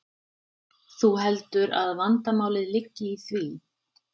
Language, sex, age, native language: Icelandic, female, 50-59, Icelandic